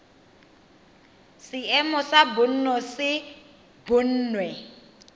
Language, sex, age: Tswana, female, 23